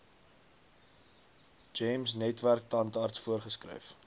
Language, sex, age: Afrikaans, male, 19